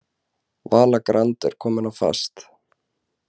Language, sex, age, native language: Icelandic, male, 20-29, Icelandic